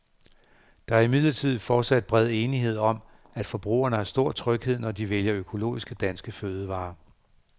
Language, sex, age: Danish, male, 58